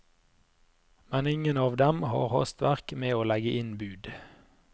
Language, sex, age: Norwegian, male, 30